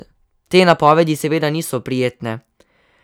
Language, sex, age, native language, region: Slovenian, male, 12-17, Slovenian, Savinja region